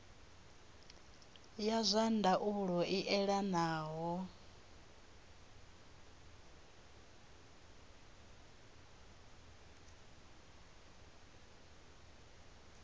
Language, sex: Venda, female